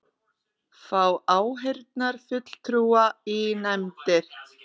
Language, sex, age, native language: Icelandic, female, 30-39, Icelandic